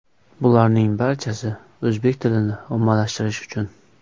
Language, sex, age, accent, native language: Uzbek, male, 25-34, Toshkent viloyati, Uzbek